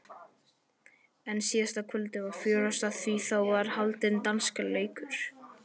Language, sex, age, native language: Icelandic, male, 12, Icelandic